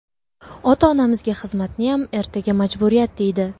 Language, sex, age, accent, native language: Uzbek, female, 18-24, Buxoro, Uzbek